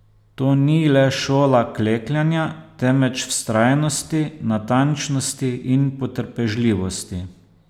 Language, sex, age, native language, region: Slovenian, male, 50-59, Slovenian, Posavska region